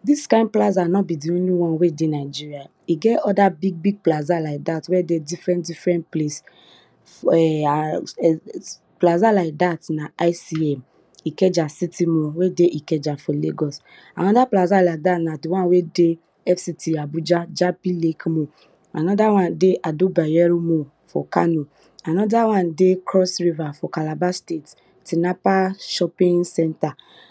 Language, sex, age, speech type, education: Nigerian Pidgin, female, 30-45, spontaneous, tertiary